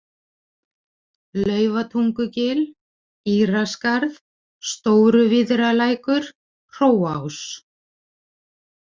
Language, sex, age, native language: Icelandic, female, 40-49, Icelandic